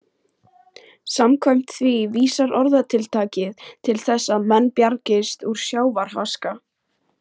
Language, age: Icelandic, 18-19